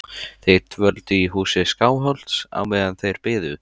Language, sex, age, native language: Icelandic, male, 14, Icelandic